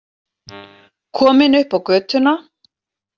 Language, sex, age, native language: Icelandic, female, 40-49, Icelandic